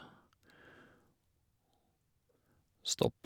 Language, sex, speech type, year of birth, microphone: Norwegian, male, spontaneous, 1961, Shure